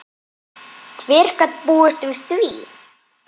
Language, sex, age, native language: Icelandic, male, 8, Icelandic